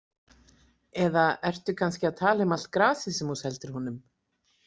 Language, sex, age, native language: Icelandic, female, 40-49, Icelandic